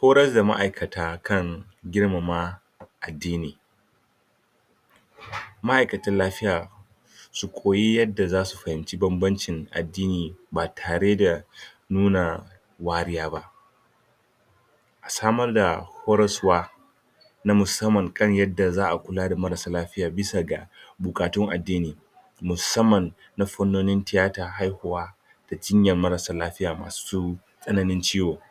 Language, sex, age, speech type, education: Hausa, male, 30-45, spontaneous, tertiary